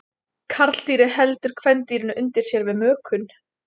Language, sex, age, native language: Icelandic, female, 20-29, Icelandic